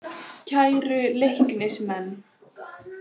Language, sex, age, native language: Icelandic, female, 18-19, Icelandic